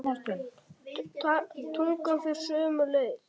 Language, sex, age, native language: Icelandic, male, 7, Icelandic